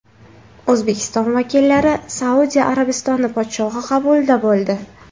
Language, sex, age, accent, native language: Uzbek, female, 18-24, Samarqand, Uzbek